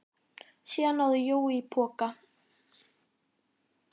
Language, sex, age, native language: Icelandic, male, 10, Icelandic